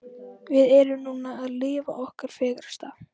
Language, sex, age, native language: Icelandic, female, 12, Icelandic